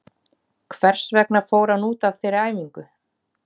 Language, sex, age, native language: Icelandic, female, 40-49, Icelandic